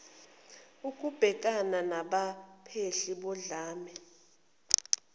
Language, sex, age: Zulu, female, 29